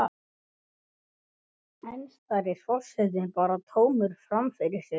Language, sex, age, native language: Icelandic, male, 11, Icelandic